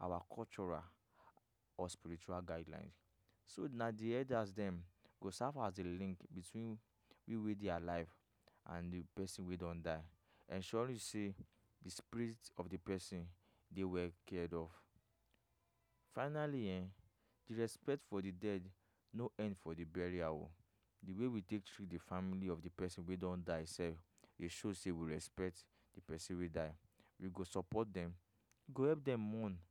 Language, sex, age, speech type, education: Nigerian Pidgin, male, 15-29, spontaneous, tertiary